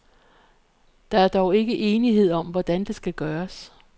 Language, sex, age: Danish, female, 48